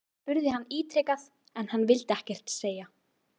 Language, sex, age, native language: Icelandic, female, 12, Icelandic